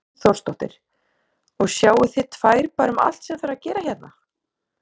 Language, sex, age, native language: Icelandic, female, 30-39, Icelandic